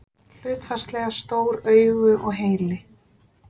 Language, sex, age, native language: Icelandic, female, 30-39, Icelandic